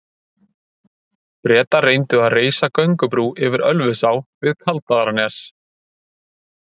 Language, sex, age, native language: Icelandic, male, 30-39, Icelandic